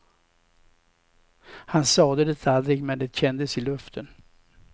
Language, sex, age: Swedish, male, 67